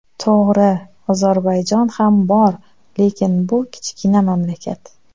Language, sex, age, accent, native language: Uzbek, female, 30-39, Xorazm, Uzbek